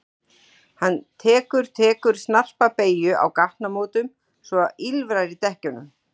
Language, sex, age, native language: Icelandic, female, 40-49, Icelandic